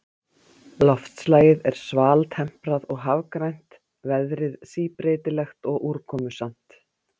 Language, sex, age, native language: Icelandic, female, 50-59, Icelandic